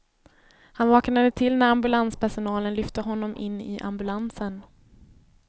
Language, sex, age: Swedish, female, 24